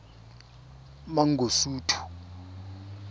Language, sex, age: Tswana, male, 23